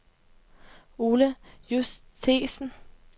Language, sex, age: Danish, female, 18